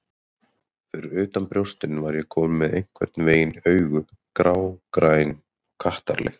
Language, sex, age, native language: Icelandic, male, 30-39, Icelandic